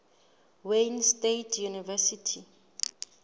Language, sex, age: Southern Sotho, female, 19